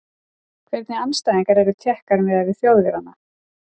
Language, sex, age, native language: Icelandic, female, 40-49, Icelandic